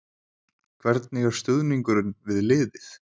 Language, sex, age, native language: Icelandic, male, 20-29, Icelandic